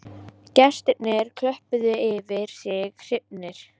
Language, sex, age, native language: Icelandic, female, 18-19, Icelandic